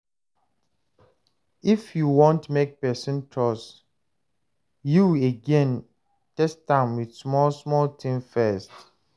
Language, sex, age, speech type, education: Nigerian Pidgin, male, 30-45, read, tertiary